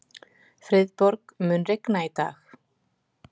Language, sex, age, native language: Icelandic, female, 40-49, Icelandic